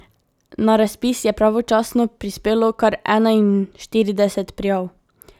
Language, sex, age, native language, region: Slovenian, female, 18-29, Slovenian, Drava region